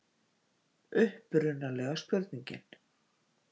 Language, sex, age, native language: Icelandic, female, 50-59, Icelandic